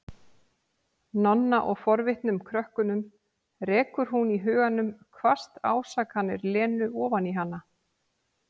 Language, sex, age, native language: Icelandic, female, 40-49, Icelandic